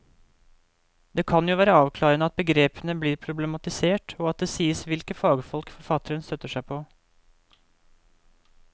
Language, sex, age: Norwegian, male, 28